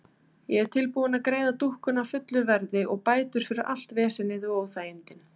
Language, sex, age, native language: Icelandic, female, 30-39, Icelandic